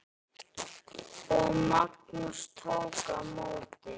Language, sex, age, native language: Icelandic, male, 10, Icelandic